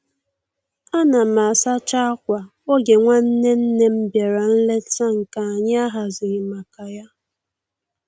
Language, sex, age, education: Igbo, female, 15-29, tertiary